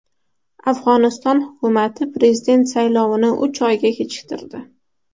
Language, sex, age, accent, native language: Uzbek, female, under 19, Toshkent shahri, Uzbek